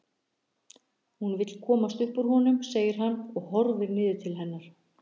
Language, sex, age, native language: Icelandic, female, 60-69, Icelandic